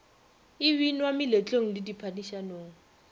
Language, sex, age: Northern Sotho, female, 30